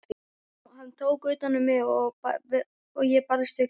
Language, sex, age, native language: Icelandic, female, 12, Icelandic